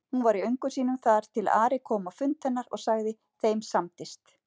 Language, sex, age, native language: Icelandic, female, 40-49, Icelandic